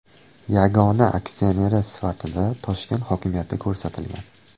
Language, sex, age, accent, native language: Uzbek, male, 25-34, Toshkent viloyati, Uzbek